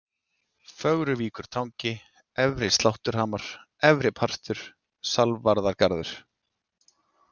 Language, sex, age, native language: Icelandic, male, 30-39, Icelandic